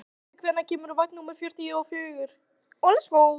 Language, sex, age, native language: Icelandic, female, 18-19, Icelandic